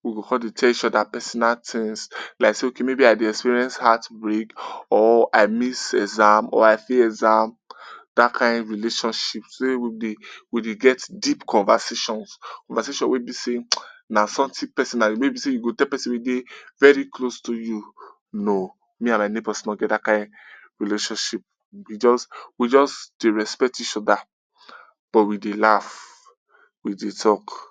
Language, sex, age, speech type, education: Nigerian Pidgin, male, 15-29, spontaneous, tertiary